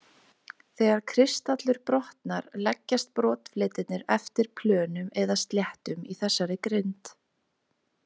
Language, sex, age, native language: Icelandic, female, 20-29, Icelandic